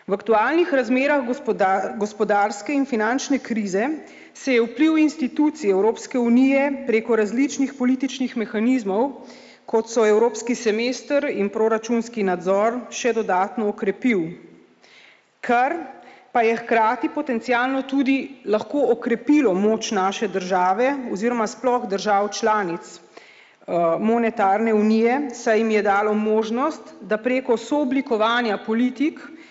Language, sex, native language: Slovenian, female, Slovenian